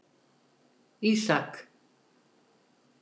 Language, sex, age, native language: Icelandic, female, 70-79, Icelandic